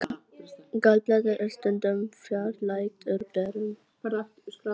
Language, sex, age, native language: Icelandic, other, 18-19, Icelandic